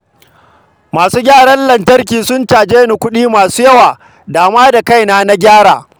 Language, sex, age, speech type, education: Hausa, male, 46-60, read, secondary